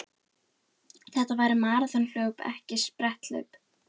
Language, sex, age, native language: Icelandic, female, 18-19, Icelandic